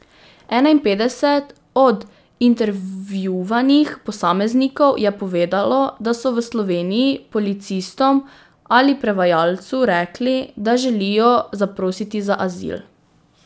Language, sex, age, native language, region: Slovenian, female, 18-29, Slovenian, Drava region